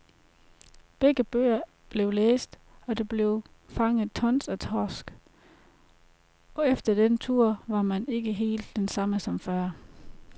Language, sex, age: Danish, female, 33